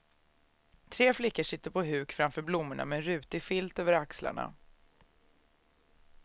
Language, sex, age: Swedish, female, 36